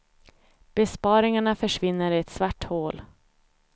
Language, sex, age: Swedish, female, 25